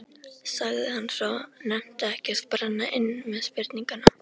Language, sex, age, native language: Icelandic, female, 13, Icelandic